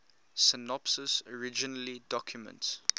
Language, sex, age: English, male, 22